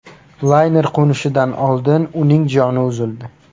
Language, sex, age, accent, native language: Uzbek, male, 18-24, Navoiy, Uzbek